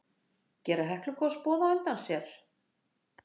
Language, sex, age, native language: Icelandic, female, 60-69, Icelandic